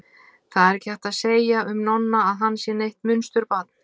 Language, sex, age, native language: Icelandic, female, 50-59, Icelandic